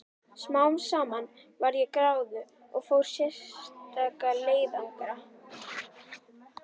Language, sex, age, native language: Icelandic, female, 11, Icelandic